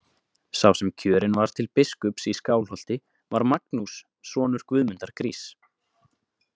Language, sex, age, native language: Icelandic, male, 20-29, Icelandic